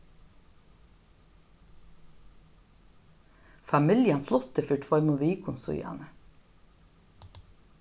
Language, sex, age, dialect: Faroese, female, 61+, Norðurstreymoy/Eysturoy